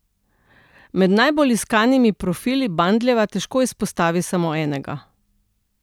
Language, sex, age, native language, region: Slovenian, female, 60+, Slovenian, Central Slovenia